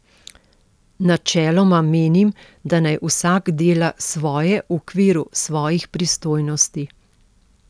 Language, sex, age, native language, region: Slovenian, female, 50-59, Slovenian, Central Slovenia